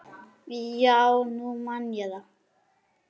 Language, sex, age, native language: Icelandic, male, 9, Icelandic